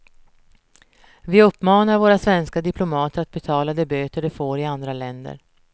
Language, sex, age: Swedish, female, 48